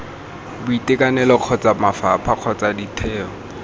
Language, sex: Tswana, male